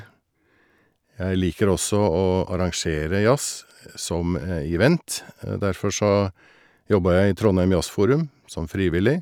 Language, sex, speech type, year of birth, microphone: Norwegian, male, spontaneous, 1961, Shure